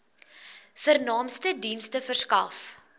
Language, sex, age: Afrikaans, female, 22